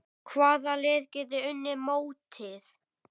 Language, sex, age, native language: Icelandic, female, 9, Icelandic